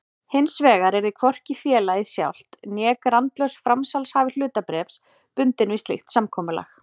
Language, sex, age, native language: Icelandic, female, 40-49, Icelandic